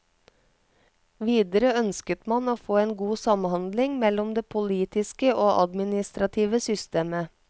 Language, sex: Norwegian, female